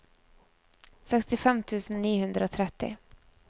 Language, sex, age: Norwegian, female, 24